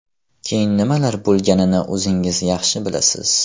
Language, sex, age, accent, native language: Uzbek, male, 18-24, Farg'ona, Uzbek